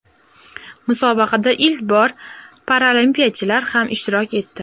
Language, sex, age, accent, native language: Uzbek, female, 18-24, Andijon, Uzbek